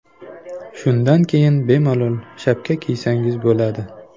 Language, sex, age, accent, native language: Uzbek, male, 25-34, Buxoro, Uzbek